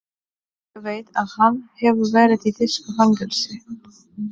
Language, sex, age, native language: Icelandic, female, 30-39, Polish